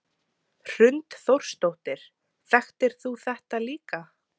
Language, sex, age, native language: Icelandic, female, 17, Icelandic